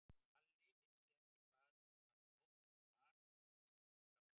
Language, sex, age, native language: Icelandic, male, 60-69, Icelandic